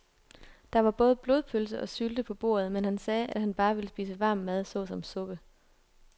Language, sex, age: Danish, female, 22